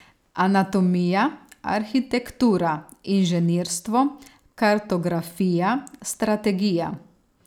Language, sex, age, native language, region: Slovenian, female, 30-49, Slovenian, Savinja region